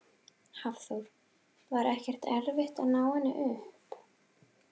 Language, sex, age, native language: Icelandic, female, 11, Icelandic